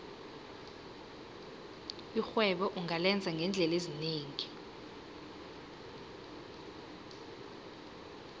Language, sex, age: South Ndebele, female, 18